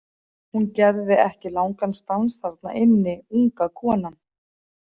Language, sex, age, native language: Icelandic, female, 40-49, Icelandic